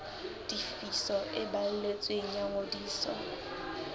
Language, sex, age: Southern Sotho, female, 19